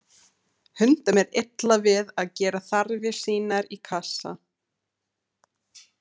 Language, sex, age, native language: Icelandic, female, 30-39, English